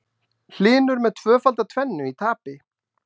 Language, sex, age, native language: Icelandic, male, 40-49, Icelandic